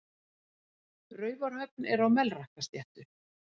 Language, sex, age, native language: Icelandic, female, 40-49, Icelandic